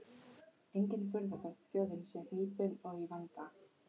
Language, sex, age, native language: Icelandic, female, 12, Icelandic